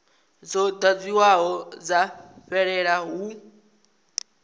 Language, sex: Venda, male